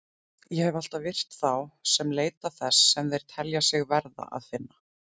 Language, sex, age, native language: Icelandic, female, 30-39, Icelandic